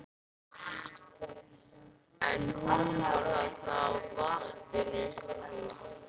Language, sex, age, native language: Icelandic, male, 11, Icelandic